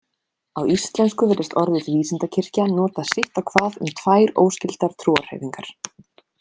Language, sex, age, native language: Icelandic, female, 20-29, Icelandic